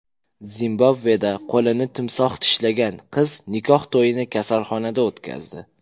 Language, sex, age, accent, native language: Uzbek, male, 18-24, Jizzax, Uzbek